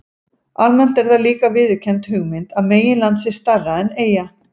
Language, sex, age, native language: Icelandic, female, 40-49, Icelandic